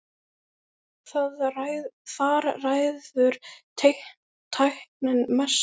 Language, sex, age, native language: Icelandic, female, 10, Icelandic